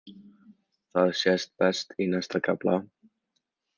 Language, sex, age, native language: Icelandic, male, 18-19, Icelandic